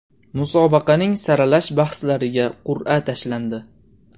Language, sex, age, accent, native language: Uzbek, male, 19-29, Namangan, Uzbek